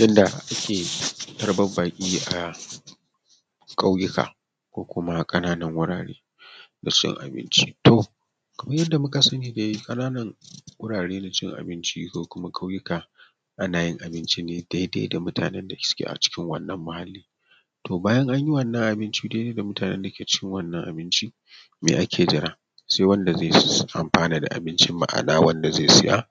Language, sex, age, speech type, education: Hausa, male, 15-29, spontaneous, tertiary